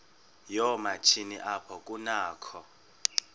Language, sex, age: Xhosa, male, 31